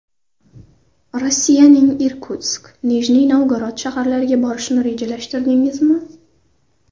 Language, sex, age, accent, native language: Uzbek, female, under 19, Navoiy, Uzbek